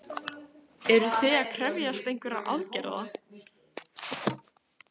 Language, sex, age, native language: Icelandic, female, 15, Icelandic